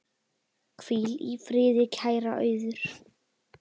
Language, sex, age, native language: Icelandic, male, 8, Icelandic